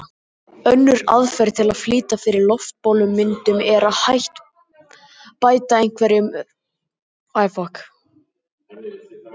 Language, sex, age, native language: Icelandic, male, 18-19, Icelandic